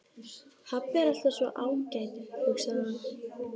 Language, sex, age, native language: Icelandic, female, 12, Icelandic